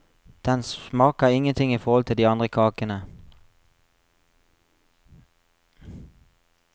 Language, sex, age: Norwegian, male, 35